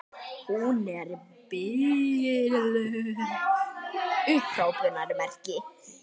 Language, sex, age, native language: Icelandic, male, 9, Icelandic